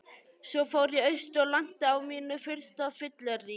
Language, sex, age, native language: Icelandic, male, 11, Icelandic